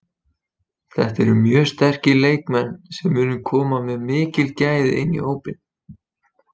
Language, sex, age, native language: Icelandic, male, 20-29, Icelandic